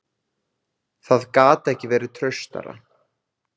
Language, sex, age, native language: Icelandic, male, 20-29, Icelandic